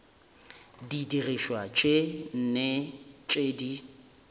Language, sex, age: Northern Sotho, male, 30